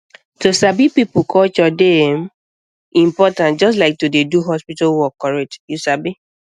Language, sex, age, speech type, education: Nigerian Pidgin, female, 15-29, spontaneous, secondary